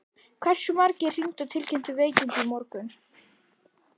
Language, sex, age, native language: Icelandic, female, 11, Icelandic